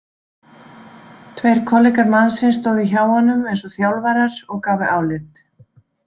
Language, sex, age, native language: Icelandic, female, 40-49, Icelandic